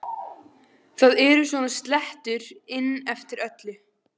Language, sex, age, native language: Icelandic, female, 14, Icelandic